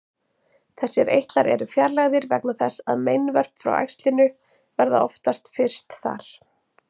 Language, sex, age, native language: Icelandic, female, 40-49, Icelandic